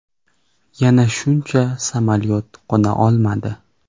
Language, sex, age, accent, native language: Uzbek, male, 18-24, Jizzax, Uzbek